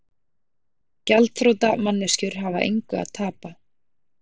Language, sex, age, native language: Icelandic, female, 40-49, Icelandic